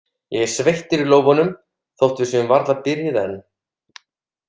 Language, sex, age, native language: Icelandic, male, 30-39, Icelandic